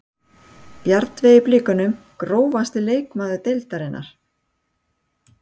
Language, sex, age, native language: Icelandic, female, 60-69, Icelandic